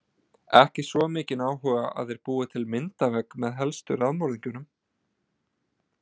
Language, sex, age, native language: Icelandic, male, 20-29, Icelandic